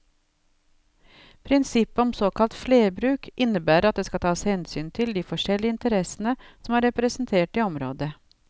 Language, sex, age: Norwegian, female, 52